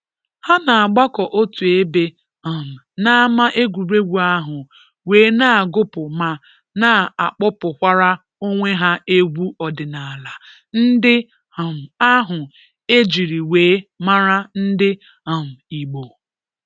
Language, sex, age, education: Igbo, female, 30-45, tertiary